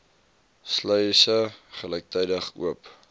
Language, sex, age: Afrikaans, male, 20